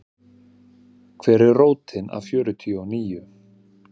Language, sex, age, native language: Icelandic, male, 30-39, Icelandic